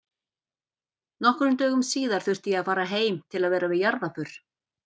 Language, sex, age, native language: Icelandic, female, 50-59, Icelandic